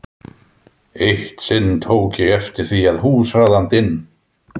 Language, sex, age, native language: Icelandic, male, 30-39, Icelandic